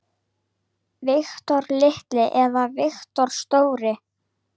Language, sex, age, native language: Icelandic, female, 9, Icelandic